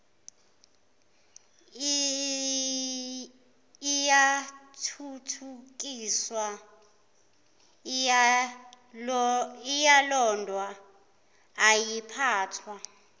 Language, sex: Zulu, female